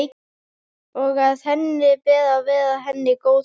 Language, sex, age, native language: Icelandic, female, 11, Icelandic